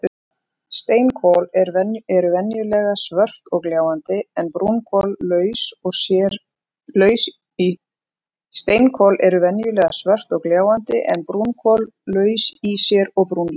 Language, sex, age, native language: Icelandic, female, 40-49, Icelandic